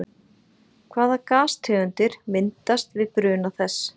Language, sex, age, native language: Icelandic, female, 40-49, Icelandic